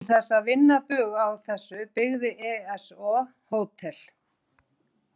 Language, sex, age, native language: Icelandic, female, 40-49, Icelandic